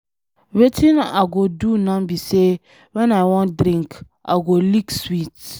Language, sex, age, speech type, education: Nigerian Pidgin, female, 15-29, read, secondary